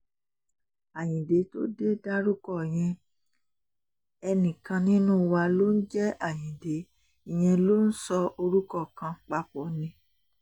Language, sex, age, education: Yoruba, female, 30-45, tertiary